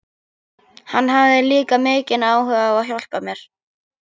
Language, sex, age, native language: Icelandic, male, 11, Icelandic